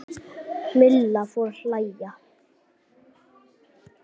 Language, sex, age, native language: Icelandic, female, 8, Icelandic